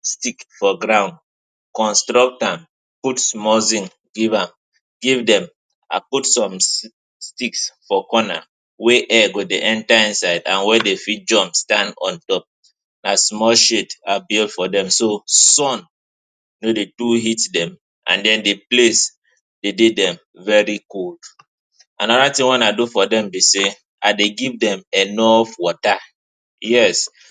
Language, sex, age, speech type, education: Nigerian Pidgin, male, 15-29, spontaneous, tertiary